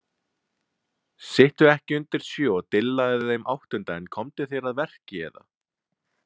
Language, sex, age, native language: Icelandic, male, 20-29, Icelandic